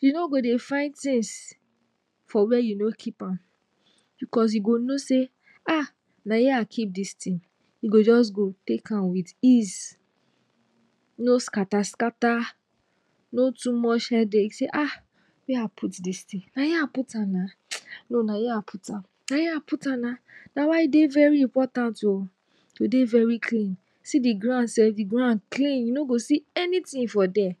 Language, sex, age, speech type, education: Nigerian Pidgin, female, 60+, spontaneous, tertiary